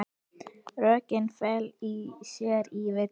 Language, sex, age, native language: Icelandic, female, 10, Icelandic